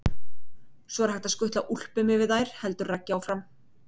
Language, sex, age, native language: Icelandic, female, 30-39, Icelandic